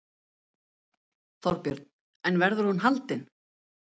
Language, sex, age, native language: Icelandic, female, 50-59, Icelandic